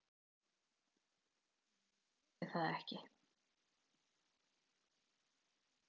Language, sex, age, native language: Icelandic, male, 8, Icelandic